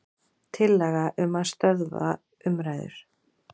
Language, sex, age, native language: Icelandic, female, 40-49, Icelandic